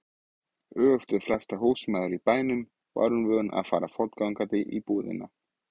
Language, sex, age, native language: Icelandic, male, 20-29, Icelandic